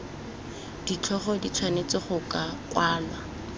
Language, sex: Tswana, female